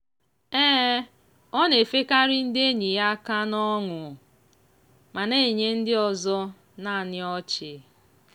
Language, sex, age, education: Igbo, female, 15-29, tertiary